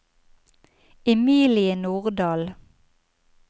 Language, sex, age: Norwegian, female, 29